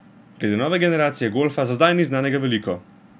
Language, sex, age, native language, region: Slovenian, male, 18-29, Slovenian, Gorenjska region